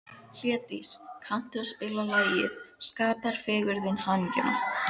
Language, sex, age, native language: Icelandic, female, 11, Icelandic